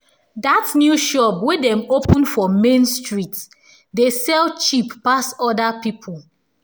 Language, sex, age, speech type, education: Nigerian Pidgin, female, 15-29, spontaneous, tertiary